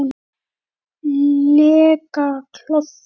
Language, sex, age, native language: Icelandic, male, 8, Icelandic